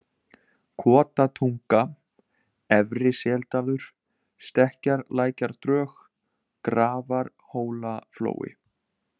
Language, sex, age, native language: Icelandic, male, 20-29, Icelandic